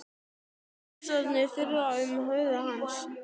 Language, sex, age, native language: Icelandic, male, 12, Icelandic